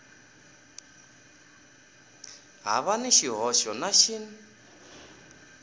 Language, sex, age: Tsonga, male, 20